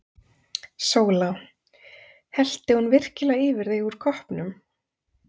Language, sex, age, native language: Icelandic, female, 30-39, Icelandic